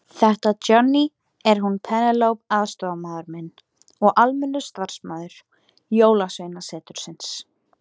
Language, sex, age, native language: Icelandic, female, 18-19, Icelandic